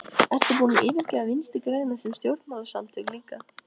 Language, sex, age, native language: Icelandic, female, 13, Icelandic